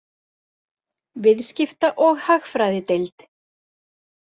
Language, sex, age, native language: Icelandic, female, 40-49, Icelandic